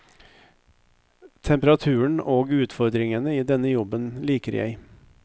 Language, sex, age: Norwegian, male, 50